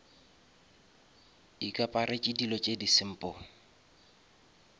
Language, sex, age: Northern Sotho, male, 26